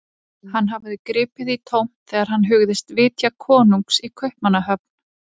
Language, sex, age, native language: Icelandic, female, 30-39, Icelandic